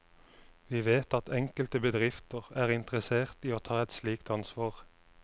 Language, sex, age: Norwegian, male, 29